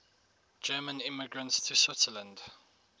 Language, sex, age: English, male, 19